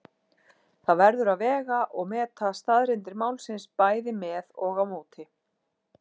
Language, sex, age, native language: Icelandic, female, 40-49, Icelandic